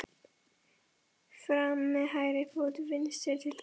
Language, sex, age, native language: Icelandic, female, 11, Icelandic